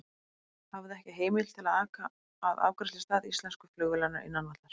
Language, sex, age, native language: Icelandic, female, 20-29, Icelandic